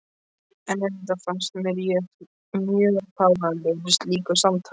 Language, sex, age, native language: Icelandic, male, 13, Icelandic